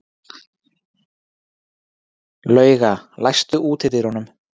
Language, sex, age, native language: Icelandic, male, 40-49, Icelandic